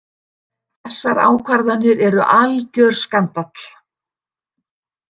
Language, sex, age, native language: Icelandic, female, 60-69, Icelandic